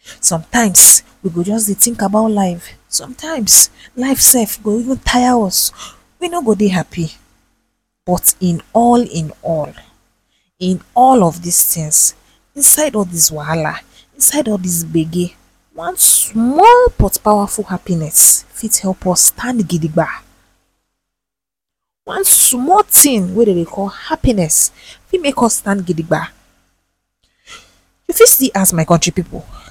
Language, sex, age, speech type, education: Nigerian Pidgin, female, 15-29, spontaneous, tertiary